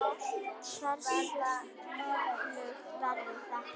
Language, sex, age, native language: Icelandic, female, 10, Icelandic